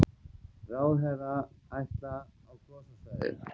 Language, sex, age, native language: Icelandic, male, 20-29, Icelandic